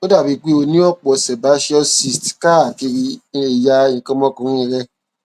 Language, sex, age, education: Yoruba, male, 15-29, tertiary